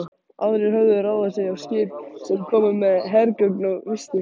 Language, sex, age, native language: Icelandic, male, 18-19, Icelandic